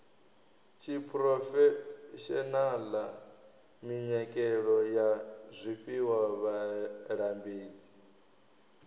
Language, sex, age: Venda, male, 23